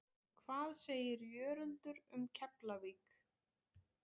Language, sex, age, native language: Icelandic, female, 20-29, Icelandic